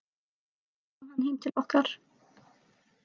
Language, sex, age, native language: Icelandic, male, 18-19, Icelandic